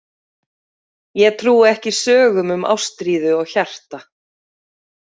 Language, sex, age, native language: Icelandic, female, 40-49, Icelandic